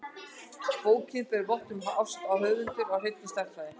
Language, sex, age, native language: Icelandic, female, 60-69, Icelandic